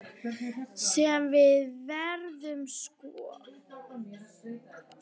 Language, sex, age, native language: Icelandic, female, 9, Icelandic